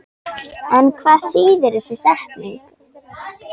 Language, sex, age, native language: Icelandic, female, 10, Icelandic